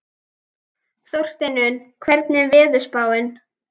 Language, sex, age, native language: Icelandic, female, 11, Icelandic